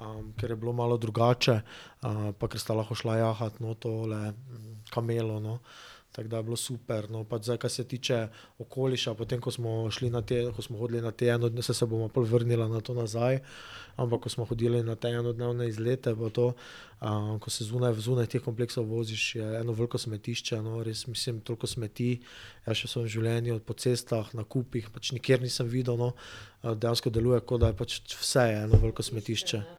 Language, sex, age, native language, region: Slovenian, male, 30-49, Slovenian, Drava region